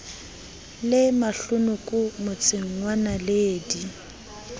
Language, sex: Southern Sotho, female